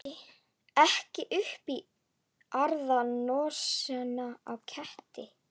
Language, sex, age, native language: Icelandic, female, 11, Icelandic